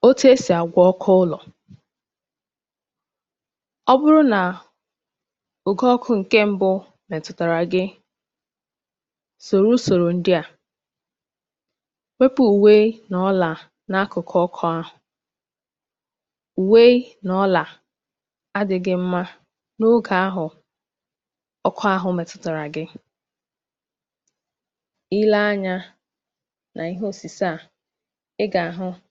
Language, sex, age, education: Igbo, female, 15-29, tertiary